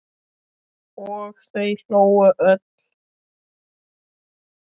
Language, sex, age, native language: Icelandic, male, 10, Icelandic